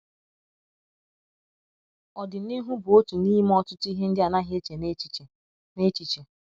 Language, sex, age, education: Igbo, female, 15-29, secondary